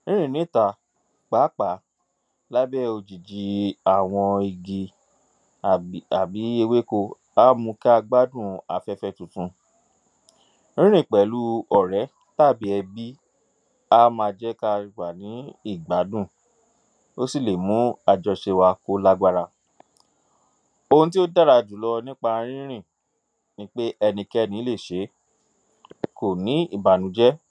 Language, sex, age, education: Yoruba, male, 30-45, tertiary